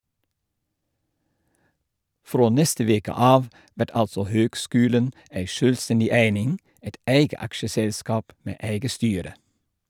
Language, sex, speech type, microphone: Norwegian, male, read, Shure